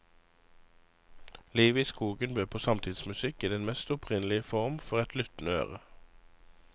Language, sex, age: Norwegian, male, 35